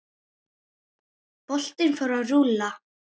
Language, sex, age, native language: Icelandic, female, 9, Icelandic